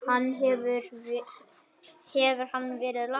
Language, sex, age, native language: Icelandic, male, 10, Icelandic